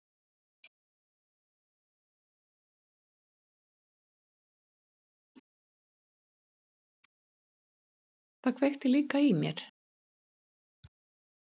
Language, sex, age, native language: Icelandic, female, 50-59, Icelandic